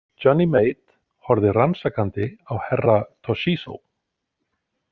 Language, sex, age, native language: Icelandic, male, 40-49, Icelandic